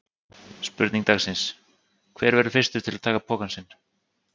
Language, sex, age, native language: Icelandic, male, 30-39, Icelandic